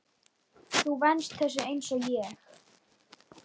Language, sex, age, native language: Icelandic, male, 9, Icelandic